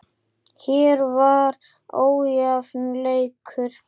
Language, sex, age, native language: Icelandic, male, 8, Icelandic